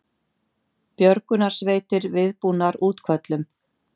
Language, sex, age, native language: Icelandic, female, 50-59, Icelandic